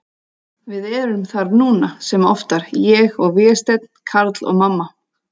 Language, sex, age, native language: Icelandic, female, 30-39, Icelandic